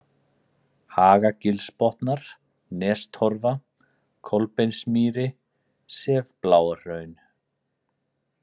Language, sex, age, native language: Icelandic, male, 40-49, Icelandic